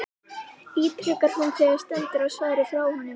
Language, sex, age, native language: Icelandic, female, 11, Icelandic